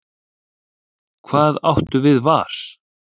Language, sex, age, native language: Icelandic, male, 30-39, Icelandic